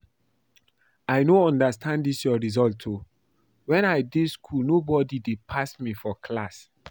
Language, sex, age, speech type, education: Nigerian Pidgin, male, 15-29, read, primary